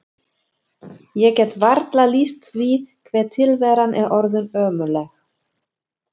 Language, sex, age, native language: Icelandic, female, 40-49, German